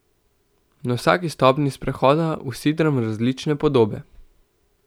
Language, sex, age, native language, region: Slovenian, male, 18-29, Slovenian, Central Slovenia